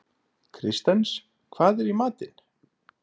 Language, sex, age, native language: Icelandic, male, 30-39, Icelandic